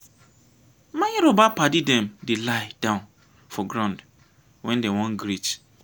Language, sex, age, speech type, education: Nigerian Pidgin, male, 30-45, spontaneous, tertiary